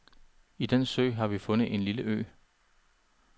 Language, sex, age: Danish, male, 39